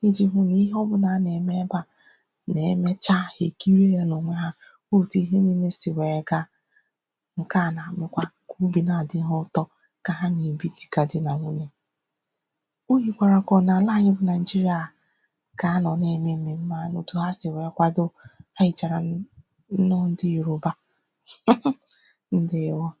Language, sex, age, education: Igbo, female, 15-29, tertiary